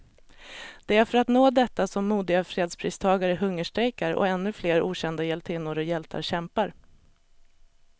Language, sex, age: Swedish, female, 37